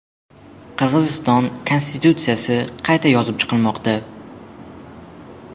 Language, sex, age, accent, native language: Uzbek, male, 12-17, Jizzax, Uzbek